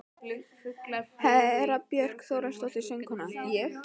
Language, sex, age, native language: Icelandic, female, 12, Icelandic